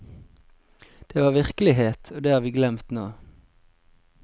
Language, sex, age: Norwegian, male, 20